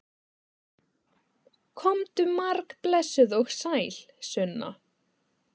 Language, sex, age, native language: Icelandic, female, 20-29, Icelandic